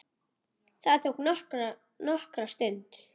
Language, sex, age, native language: Icelandic, female, 8, Icelandic